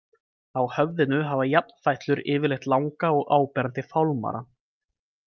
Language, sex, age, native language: Icelandic, male, 20-29, Icelandic